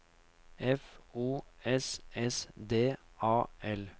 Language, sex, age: Norwegian, male, 39